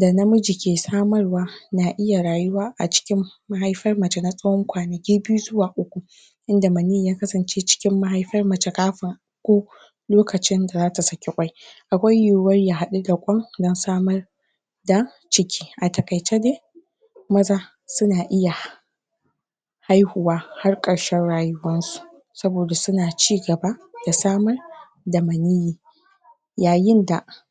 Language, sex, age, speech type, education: Hausa, female, 46-60, spontaneous, secondary